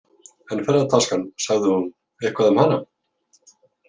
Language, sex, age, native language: Icelandic, male, 50-59, Icelandic